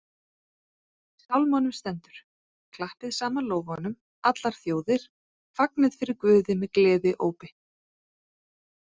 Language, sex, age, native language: Icelandic, female, 40-49, Icelandic